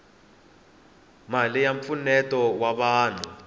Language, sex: Tsonga, male